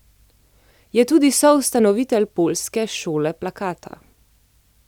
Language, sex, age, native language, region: Slovenian, female, 30-49, Slovenian, Central Slovenia